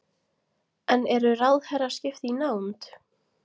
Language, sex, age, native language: Icelandic, female, 16, Latvian